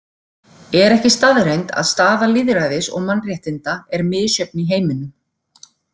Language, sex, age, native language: Icelandic, female, 40-49, Icelandic